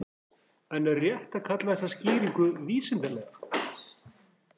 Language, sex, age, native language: Icelandic, female, 40-49, Icelandic